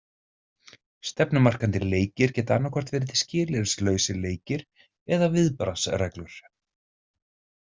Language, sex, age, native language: Icelandic, male, 30-39, Icelandic